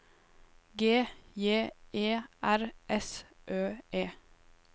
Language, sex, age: Norwegian, female, 18